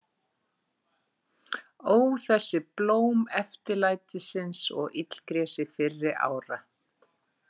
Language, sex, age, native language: Icelandic, female, 40-49, Icelandic